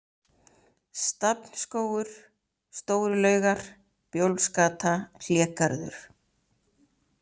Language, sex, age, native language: Icelandic, female, 30-39, Icelandic